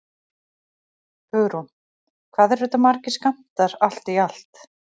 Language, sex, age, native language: Icelandic, female, 40-49, Icelandic